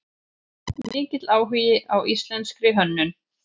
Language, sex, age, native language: Icelandic, female, 40-49, Icelandic